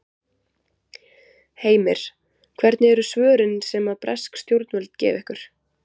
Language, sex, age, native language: Icelandic, female, 20-29, Icelandic